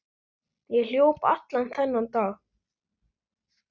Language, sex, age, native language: Icelandic, male, 10, Icelandic